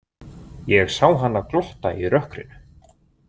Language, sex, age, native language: Icelandic, male, 20-29, Icelandic